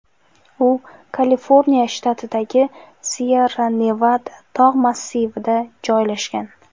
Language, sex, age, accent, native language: Uzbek, female, 18-24, Jizzax, Uzbek